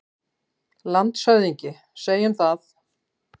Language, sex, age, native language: Icelandic, female, 60-69, Icelandic